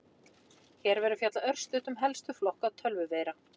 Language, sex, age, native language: Icelandic, female, 40-49, Icelandic